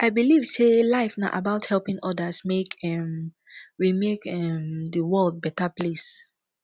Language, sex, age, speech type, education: Nigerian Pidgin, female, 15-29, spontaneous, tertiary